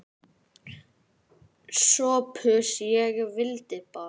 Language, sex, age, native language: Icelandic, male, 9, Icelandic